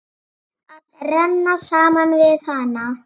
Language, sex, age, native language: Icelandic, female, 7, Icelandic